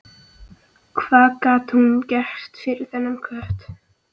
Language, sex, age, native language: Icelandic, female, 13, Icelandic